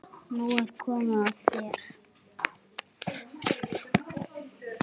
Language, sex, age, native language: Icelandic, male, 7, Icelandic